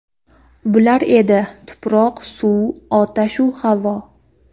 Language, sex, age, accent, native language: Uzbek, female, 18-24, Qashqadaryo, Uzbek